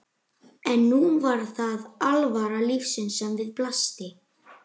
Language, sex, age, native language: Icelandic, male, 11, Icelandic